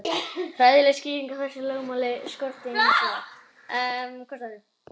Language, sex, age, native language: Icelandic, male, 18-19, Icelandic